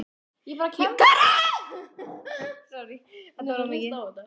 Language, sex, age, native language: Icelandic, female, 14, Icelandic